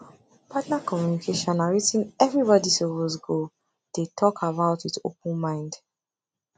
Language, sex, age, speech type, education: Nigerian Pidgin, female, 15-29, spontaneous, tertiary